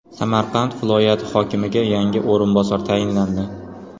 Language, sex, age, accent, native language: Uzbek, male, 18-24, Qoraqalpog'iston, Uzbek